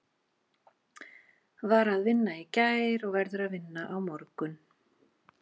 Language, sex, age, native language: Icelandic, female, 40-49, Icelandic